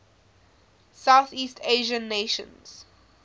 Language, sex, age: English, female, 20